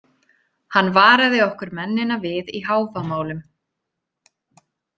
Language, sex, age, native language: Icelandic, female, 30-39, Icelandic